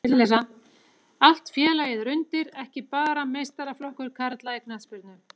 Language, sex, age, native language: Icelandic, female, 40-49, Icelandic